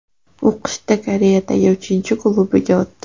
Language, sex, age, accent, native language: Uzbek, female, 18-24, Toshkent shahri, Uzbek